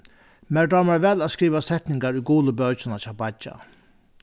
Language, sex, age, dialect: Faroese, male, 61+, Vágar